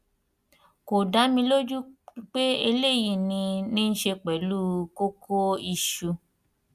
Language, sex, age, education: Yoruba, female, 15-29, primary